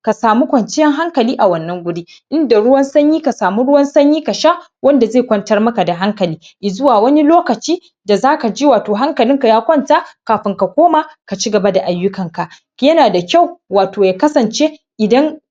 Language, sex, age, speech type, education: Hausa, male, 15-29, spontaneous, secondary